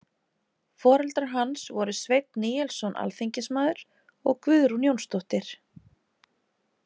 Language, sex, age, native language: Icelandic, female, 30-39, Icelandic